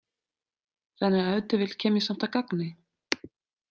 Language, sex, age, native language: Icelandic, female, 30-39, Icelandic